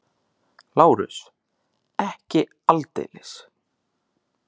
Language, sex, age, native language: Icelandic, male, 30-39, Icelandic